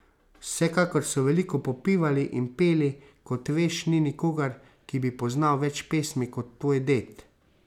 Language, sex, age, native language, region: Slovenian, male, 30-49, Slovenian, Savinja region